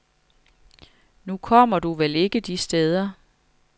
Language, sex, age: Danish, female, 45